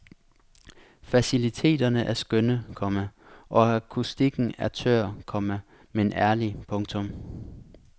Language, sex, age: Danish, male, 26